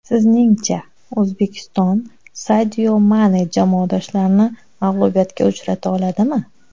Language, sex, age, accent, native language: Uzbek, female, 30-39, Xorazm, Uzbek